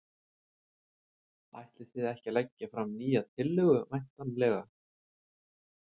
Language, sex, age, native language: Icelandic, male, 40-49, Icelandic